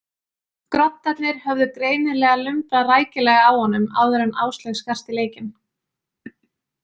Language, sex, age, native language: Icelandic, female, 20-29, Icelandic